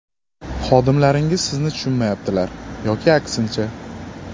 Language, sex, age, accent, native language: Uzbek, male, 18-24, Andijon, Uzbek